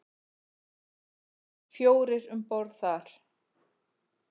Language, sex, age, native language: Icelandic, female, 40-49, Icelandic